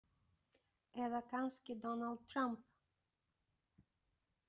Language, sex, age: Icelandic, female, 50-59